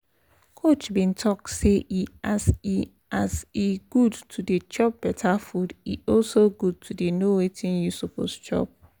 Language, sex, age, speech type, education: Nigerian Pidgin, female, 15-29, spontaneous, tertiary